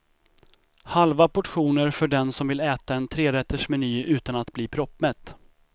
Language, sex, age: Swedish, male, 25